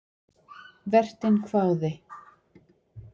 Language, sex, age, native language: Icelandic, female, 40-49, Icelandic